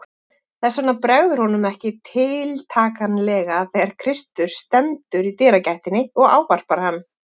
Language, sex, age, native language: Icelandic, female, 40-49, Icelandic